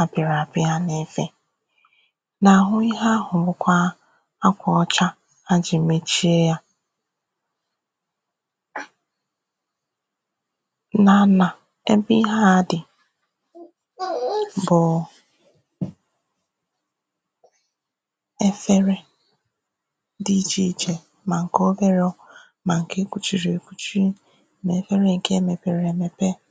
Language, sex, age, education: Igbo, female, 15-29, tertiary